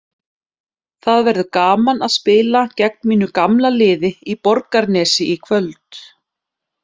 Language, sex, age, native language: Icelandic, female, 30-39, Icelandic